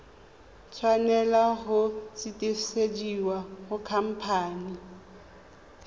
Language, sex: Tswana, female